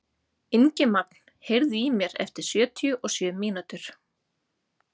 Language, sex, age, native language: Icelandic, female, 30-39, Icelandic